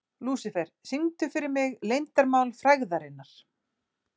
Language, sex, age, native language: Icelandic, female, 40-49, Icelandic